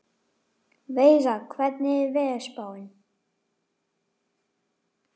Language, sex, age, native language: Icelandic, female, 11, Icelandic